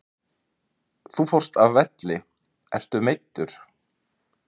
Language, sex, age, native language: Icelandic, male, 30-39, Icelandic